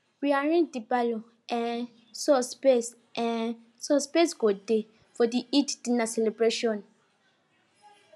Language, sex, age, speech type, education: Nigerian Pidgin, female, 15-29, spontaneous, tertiary